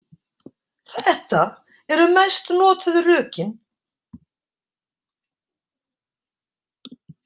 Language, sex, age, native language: Icelandic, female, 60-69, Icelandic